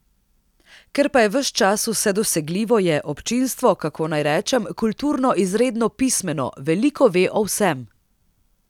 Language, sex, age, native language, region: Slovenian, female, 30-49, Slovenian, Central Slovenia